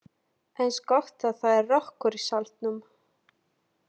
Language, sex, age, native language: Icelandic, female, 30-39, Polish